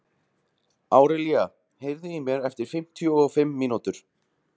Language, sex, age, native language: Icelandic, male, 20-29, Icelandic